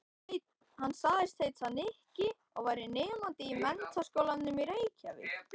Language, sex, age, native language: Icelandic, male, 18-19, Icelandic